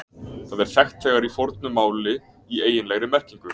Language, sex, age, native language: Icelandic, male, 20-29, Icelandic